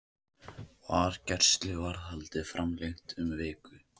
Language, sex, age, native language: Icelandic, male, 18-19, Icelandic